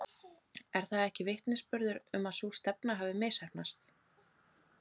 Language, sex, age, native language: Icelandic, female, 30-39, Icelandic